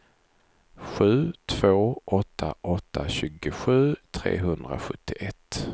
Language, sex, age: Swedish, male, 42